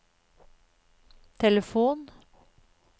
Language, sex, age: Norwegian, female, 52